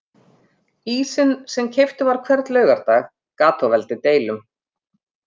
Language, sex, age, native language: Icelandic, female, 50-59, Icelandic